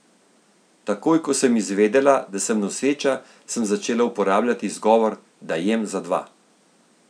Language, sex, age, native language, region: Slovenian, male, 50-59, Slovenian, Central Slovenia